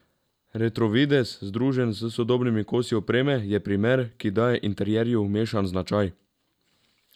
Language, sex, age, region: Slovenian, male, 18-29, Drava region